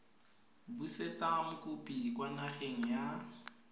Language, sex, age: Tswana, female, 22